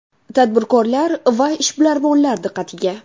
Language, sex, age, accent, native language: Uzbek, female, 19-29, Buxoro, Uzbek